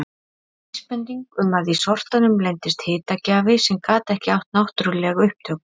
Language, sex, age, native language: Icelandic, female, 30-39, Icelandic